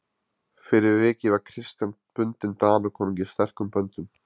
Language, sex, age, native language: Icelandic, male, 20-29, Icelandic